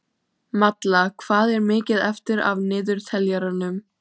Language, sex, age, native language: Icelandic, female, 12, Icelandic